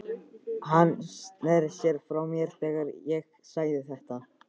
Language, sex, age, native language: Icelandic, male, 14, Icelandic